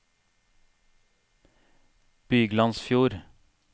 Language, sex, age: Norwegian, male, 42